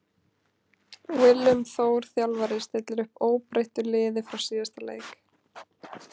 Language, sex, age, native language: Icelandic, female, 20-29, Icelandic